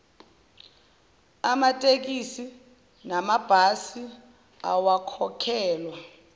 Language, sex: Zulu, female